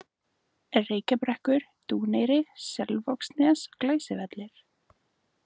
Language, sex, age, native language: Icelandic, female, 20-29, Icelandic